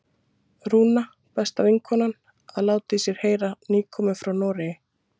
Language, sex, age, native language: Icelandic, female, 30-39, Icelandic